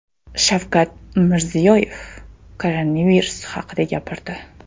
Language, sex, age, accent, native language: Uzbek, male, 18-24, Toshkent shahri, Uzbek